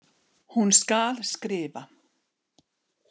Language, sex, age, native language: Icelandic, female, 60-69, Icelandic